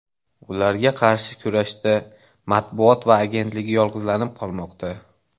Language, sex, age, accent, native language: Uzbek, male, 18-24, Andijon, Uzbek